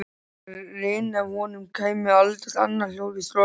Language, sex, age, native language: Icelandic, male, 13, Icelandic